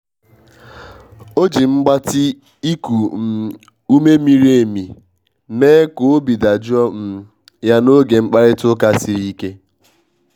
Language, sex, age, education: Igbo, male, 15-29, tertiary